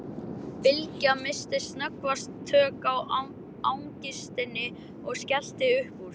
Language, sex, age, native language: Icelandic, male, 11, Icelandic